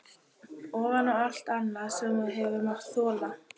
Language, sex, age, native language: Icelandic, female, 11, Icelandic